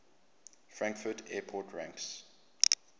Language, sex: English, male